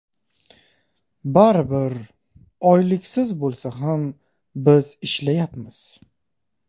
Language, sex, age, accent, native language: Uzbek, male, 25-34, Qashqadaryo, Uzbek